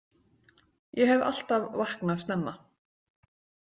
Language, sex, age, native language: Icelandic, female, 40-49, Icelandic